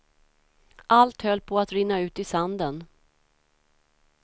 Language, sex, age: Swedish, female, 46